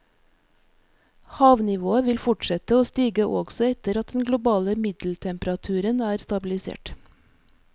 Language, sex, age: Norwegian, female, 46